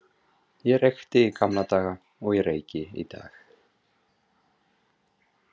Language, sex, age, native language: Icelandic, male, 30-39, Icelandic